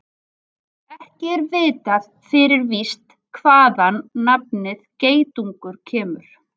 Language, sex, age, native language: Icelandic, female, 40-49, Icelandic